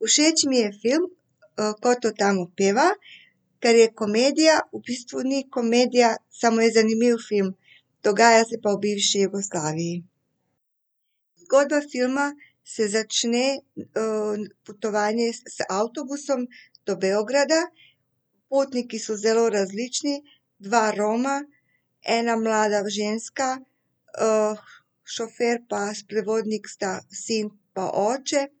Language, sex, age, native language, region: Slovenian, female, 50-59, Serbian, Central Slovenia